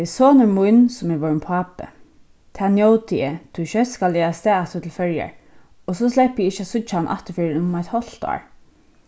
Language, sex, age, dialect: Faroese, female, 15-35, Suðurstreymoy